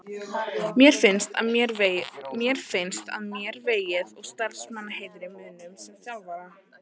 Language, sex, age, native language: Icelandic, female, 18-19, Icelandic